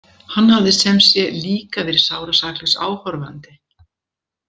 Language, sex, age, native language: Icelandic, female, 70-79, Icelandic